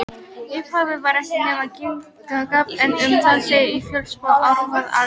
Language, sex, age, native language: Icelandic, female, 18-19, Icelandic